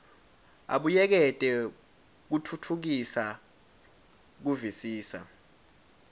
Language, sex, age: Swati, male, 21